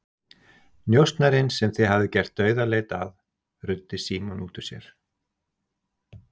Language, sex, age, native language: Icelandic, male, 60-69, Icelandic